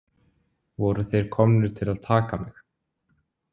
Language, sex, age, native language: Icelandic, male, 20-29, Icelandic